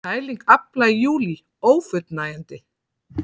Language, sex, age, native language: Icelandic, female, 40-49, Icelandic